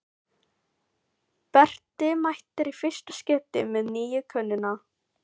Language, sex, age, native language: Icelandic, female, 15, Filipino